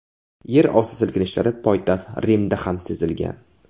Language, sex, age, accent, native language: Uzbek, male, 18-24, Toshkent viloyati, Uzbek